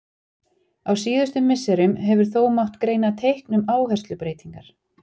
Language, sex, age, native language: Icelandic, female, 40-49, Icelandic